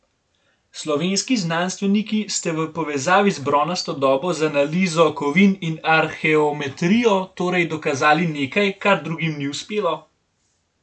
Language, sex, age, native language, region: Slovenian, male, 18-29, Slovenian, Gorenjska region